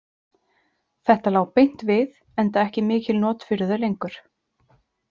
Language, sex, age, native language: Icelandic, female, 30-39, Icelandic